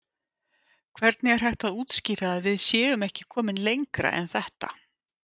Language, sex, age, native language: Icelandic, female, 50-59, Icelandic